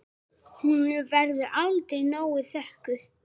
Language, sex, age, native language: Icelandic, female, 10, Icelandic